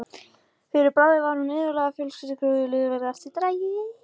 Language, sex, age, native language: Icelandic, male, 14, Icelandic